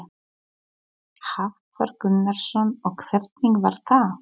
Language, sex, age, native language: Icelandic, female, 40-49, Polish